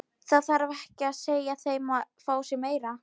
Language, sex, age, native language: Icelandic, female, 11, Polish